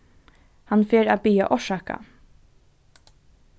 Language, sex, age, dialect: Faroese, female, 15-35, Norðurstreymoy/Eysturoy